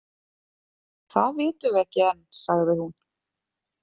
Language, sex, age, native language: Icelandic, female, 30-39, Icelandic